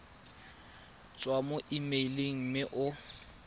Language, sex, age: Tswana, male, 22